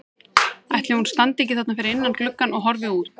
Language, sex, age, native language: Icelandic, female, 30-39, Icelandic